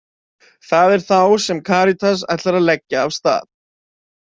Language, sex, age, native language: Icelandic, male, 20-29, Icelandic